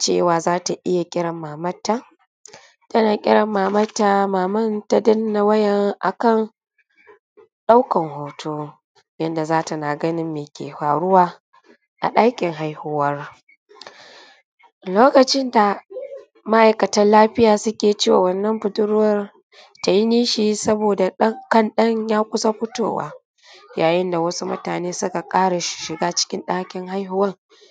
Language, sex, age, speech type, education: Hausa, female, 30-45, spontaneous, tertiary